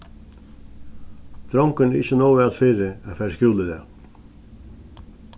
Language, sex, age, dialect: Faroese, male, 36-60, Suðuroy